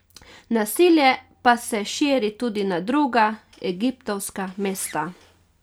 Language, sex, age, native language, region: Slovenian, female, 30-49, Slovenian, Carinthia region